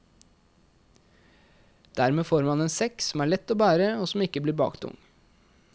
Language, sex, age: Norwegian, male, 21